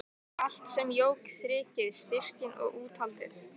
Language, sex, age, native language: Icelandic, female, 15, Icelandic